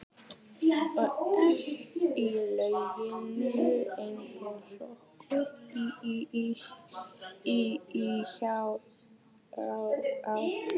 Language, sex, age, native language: Icelandic, female, 18-19, Icelandic